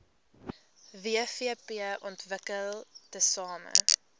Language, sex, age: Afrikaans, female, 18